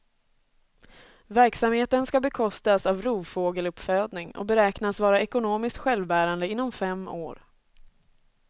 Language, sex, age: Swedish, female, 24